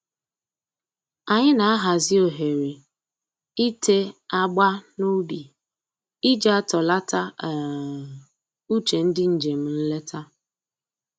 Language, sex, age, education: Igbo, female, 30-45, tertiary